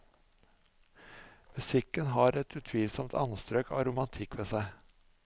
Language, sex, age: Norwegian, male, 45